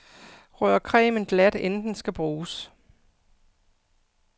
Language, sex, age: Danish, female, 55